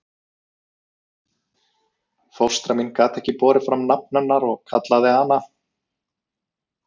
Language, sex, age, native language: Icelandic, male, 30-39, Icelandic